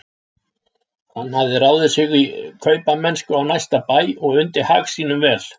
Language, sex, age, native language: Icelandic, male, 60-69, Icelandic